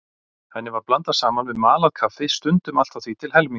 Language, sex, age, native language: Icelandic, male, 40-49, Icelandic